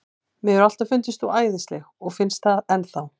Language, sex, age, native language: Icelandic, female, 40-49, Icelandic